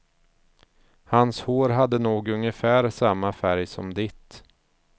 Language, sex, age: Swedish, male, 34